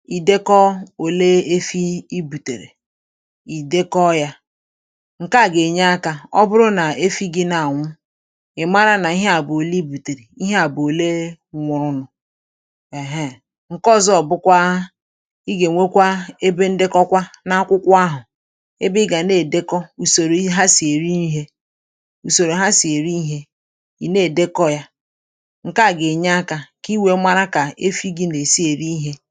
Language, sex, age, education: Igbo, female, 60+, tertiary